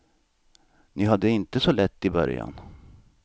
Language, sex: Swedish, male